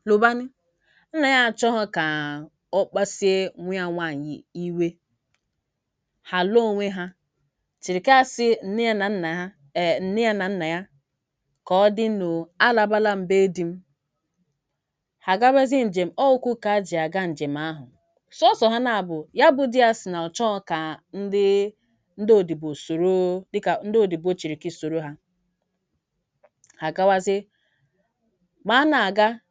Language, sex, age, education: Igbo, female, 46-60, tertiary